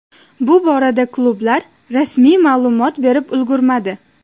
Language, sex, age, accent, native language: Uzbek, female, under 19, Jizzax, Uzbek